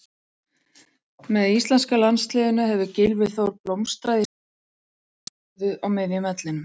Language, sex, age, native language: Icelandic, female, 40-49, Icelandic